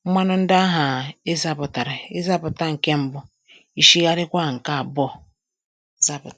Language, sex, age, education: Igbo, male, 30-45, tertiary